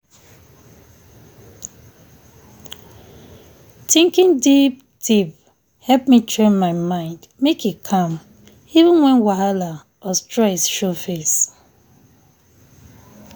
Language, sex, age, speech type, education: Nigerian Pidgin, female, 30-45, spontaneous, tertiary